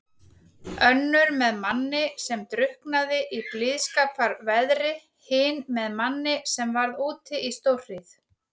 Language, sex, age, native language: Icelandic, female, 40-49, Icelandic